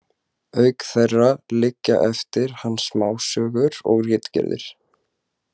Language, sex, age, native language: Icelandic, male, 20-29, Icelandic